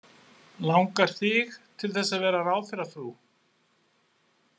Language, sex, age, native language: Icelandic, male, 40-49, Icelandic